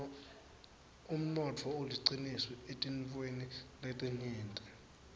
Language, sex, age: Swati, male, 19